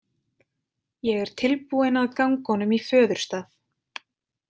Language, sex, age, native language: Icelandic, female, 20-29, Icelandic